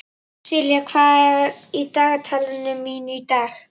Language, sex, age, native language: Icelandic, female, 11, Icelandic